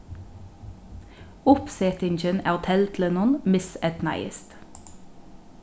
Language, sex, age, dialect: Faroese, female, 36-60, Norðurstreymoy/Eysturoy